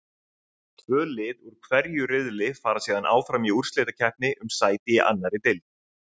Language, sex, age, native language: Icelandic, male, 30-39, Icelandic